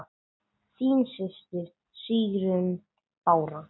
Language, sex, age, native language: Icelandic, male, 9, English